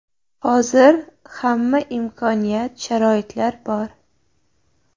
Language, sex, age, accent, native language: Uzbek, female, 19-29, Jizzax, Uzbek